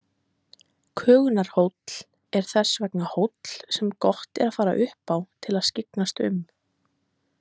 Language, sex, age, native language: Icelandic, female, 20-29, Icelandic